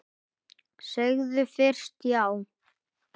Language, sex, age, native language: Icelandic, male, 10, Icelandic